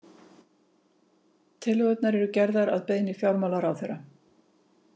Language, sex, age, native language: Icelandic, female, 50-59, Icelandic